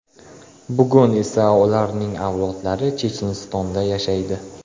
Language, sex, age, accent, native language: Uzbek, male, 18-24, Qashqadaryo, Uzbek